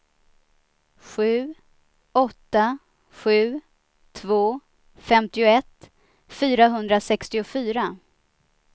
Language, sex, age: Swedish, female, 29